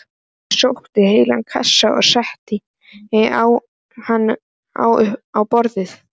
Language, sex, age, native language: Icelandic, male, 11, Icelandic